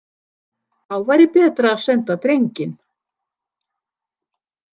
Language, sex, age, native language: Icelandic, female, 60-69, Icelandic